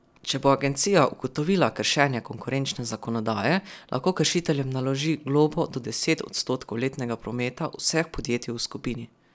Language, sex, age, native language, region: Slovenian, male, 12-17, Slovenian, Savinja region